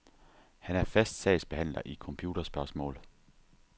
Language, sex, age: Danish, male, 30